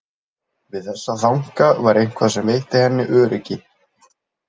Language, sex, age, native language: Icelandic, male, 20-29, Icelandic